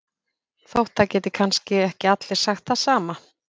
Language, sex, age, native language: Icelandic, female, 50-59, Icelandic